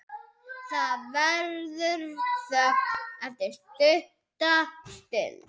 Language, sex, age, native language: Icelandic, male, 6, Icelandic